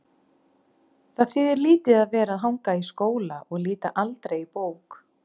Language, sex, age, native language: Icelandic, female, 30-39, Icelandic